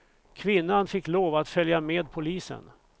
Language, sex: Swedish, male